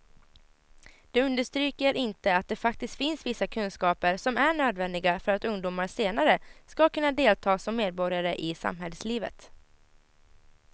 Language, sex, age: Swedish, female, 17